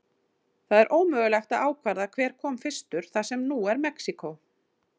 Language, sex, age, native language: Icelandic, female, 40-49, Icelandic